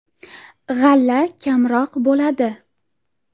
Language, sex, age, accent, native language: Uzbek, female, 18-24, Surxondaryo, Uzbek